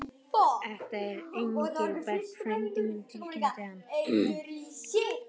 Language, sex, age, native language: Icelandic, male, 11, Icelandic